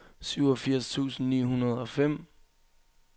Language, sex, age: Danish, male, 22